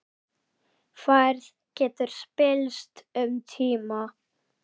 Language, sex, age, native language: Icelandic, male, 8, Icelandic